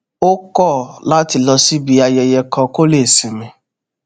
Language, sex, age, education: Yoruba, male, 30-45, tertiary